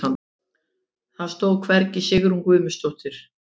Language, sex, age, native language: Icelandic, female, 50-59, Icelandic